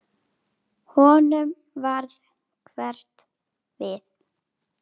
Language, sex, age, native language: Icelandic, female, 9, Icelandic